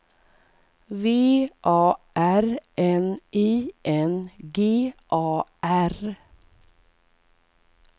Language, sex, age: Swedish, female, 44